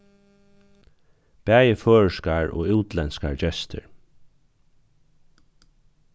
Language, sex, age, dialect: Faroese, male, 36-60, Norðuroyggjar